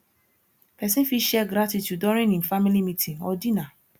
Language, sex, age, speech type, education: Nigerian Pidgin, female, 30-45, spontaneous, tertiary